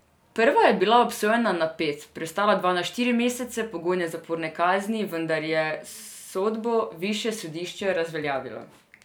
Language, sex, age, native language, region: Slovenian, female, 18-29, Serbian, Drava region